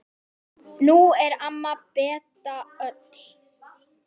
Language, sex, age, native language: Icelandic, female, 10, Icelandic